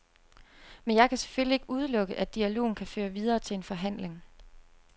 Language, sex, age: Danish, female, 29